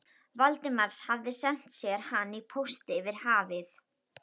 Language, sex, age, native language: Icelandic, female, 12, Icelandic